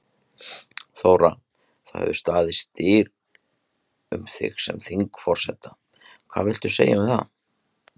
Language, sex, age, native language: Icelandic, male, 30-39, Icelandic